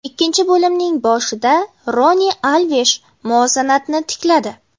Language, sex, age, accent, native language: Uzbek, female, 18-24, Jizzax, Uzbek